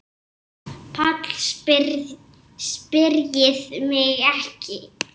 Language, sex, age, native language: Icelandic, female, 7, Icelandic